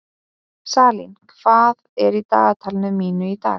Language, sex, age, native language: Icelandic, female, 20-29, Icelandic